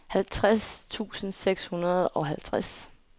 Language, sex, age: Danish, female, 20